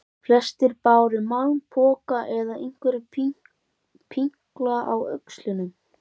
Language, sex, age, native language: Icelandic, male, 11, Icelandic